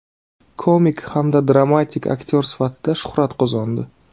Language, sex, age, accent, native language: Uzbek, male, 30-39, Navoiy, Uzbek